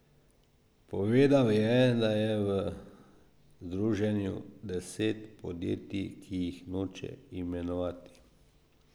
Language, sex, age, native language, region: Slovenian, male, 50-59, Slovenian, Drava region